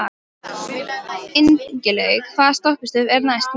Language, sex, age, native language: Icelandic, female, 13, Polish